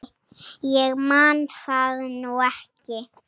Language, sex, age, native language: Icelandic, female, 7, Icelandic